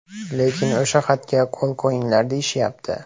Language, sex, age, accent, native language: Uzbek, male, 18-24, Andijon, Uzbek